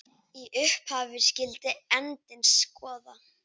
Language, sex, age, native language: Icelandic, female, 8, Icelandic